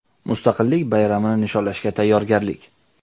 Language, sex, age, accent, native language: Uzbek, male, 19-29, Toshkent shahri, Uzbek